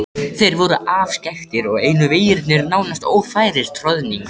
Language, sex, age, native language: Icelandic, male, 13, Icelandic